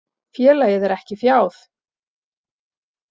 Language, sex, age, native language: Icelandic, female, 40-49, Icelandic